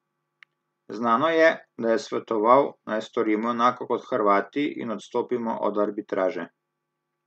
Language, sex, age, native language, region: Slovenian, male, 30-49, Slovenian, Southeast Slovenia